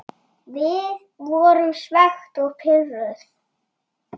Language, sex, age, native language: Icelandic, male, 6, Icelandic